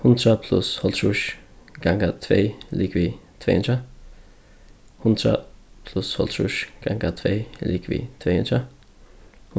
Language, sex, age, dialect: Faroese, male, 15-35, Suðurstreymoy